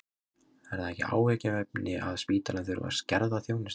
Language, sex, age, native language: Icelandic, male, 20-29, Icelandic